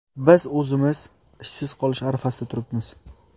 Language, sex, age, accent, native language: Uzbek, male, 18-24, Qashqadaryo, Uzbek